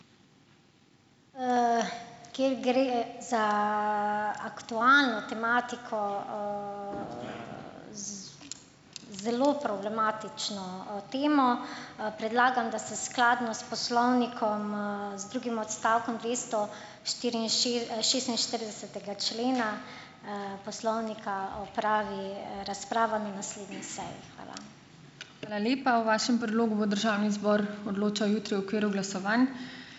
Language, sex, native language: Slovenian, female, Slovenian